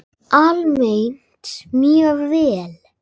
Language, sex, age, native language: Icelandic, male, 8, Icelandic